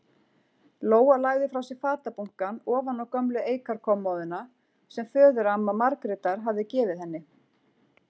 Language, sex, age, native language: Icelandic, female, 40-49, Icelandic